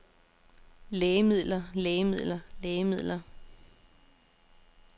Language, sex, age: Danish, female, 27